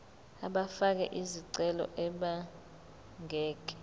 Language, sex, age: Zulu, female, 24